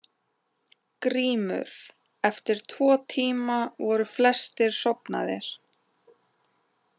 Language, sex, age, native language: Icelandic, other, 20-29, Icelandic